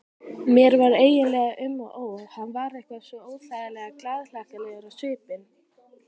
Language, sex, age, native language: Icelandic, female, 18-19, Icelandic